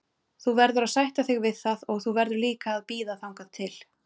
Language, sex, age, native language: Icelandic, female, 30-39, Icelandic